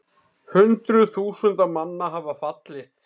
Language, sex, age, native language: Icelandic, male, 30-39, Icelandic